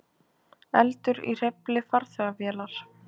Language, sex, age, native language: Icelandic, female, 20-29, Icelandic